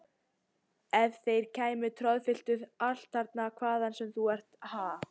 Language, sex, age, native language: Icelandic, female, 18-19, Icelandic